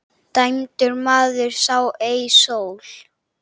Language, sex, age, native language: Icelandic, male, 8, Icelandic